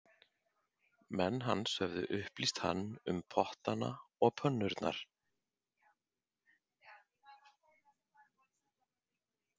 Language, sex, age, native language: Icelandic, male, 50-59, Icelandic